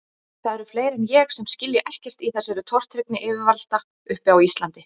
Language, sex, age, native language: Icelandic, female, 30-39, Icelandic